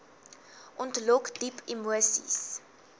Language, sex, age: Afrikaans, female, 19